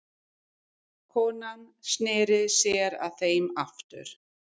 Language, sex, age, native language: Icelandic, female, 50-59, English